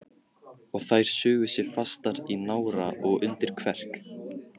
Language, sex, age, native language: Icelandic, male, 15, Icelandic